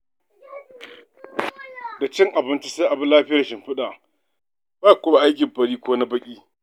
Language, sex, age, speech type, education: Hausa, male, 46-60, read, tertiary